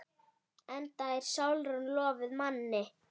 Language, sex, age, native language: Icelandic, female, 8, Icelandic